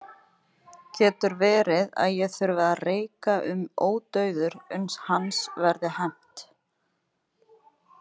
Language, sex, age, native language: Icelandic, female, 30-39, Icelandic